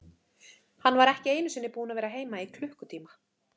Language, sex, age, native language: Icelandic, female, 30-39, Icelandic